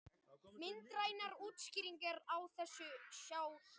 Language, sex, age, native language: Icelandic, male, 18-19, Icelandic